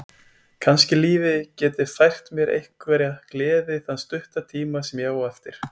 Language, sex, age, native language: Icelandic, male, 20-29, Icelandic